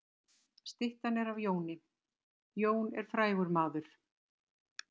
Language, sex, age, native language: Icelandic, female, 60-69, Icelandic